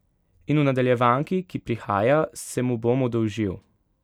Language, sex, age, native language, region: Slovenian, male, 18-29, Slovenian, Pomurje region